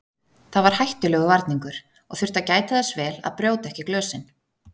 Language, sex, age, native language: Icelandic, female, 30-39, Icelandic